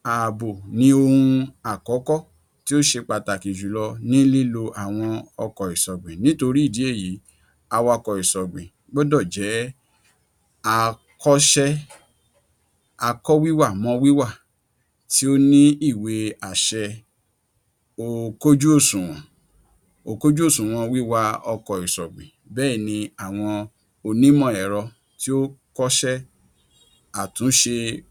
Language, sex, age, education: Yoruba, male, 46-60, tertiary